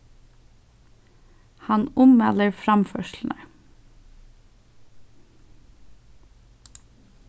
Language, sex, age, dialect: Faroese, female, 15-35, Suðurstreymoy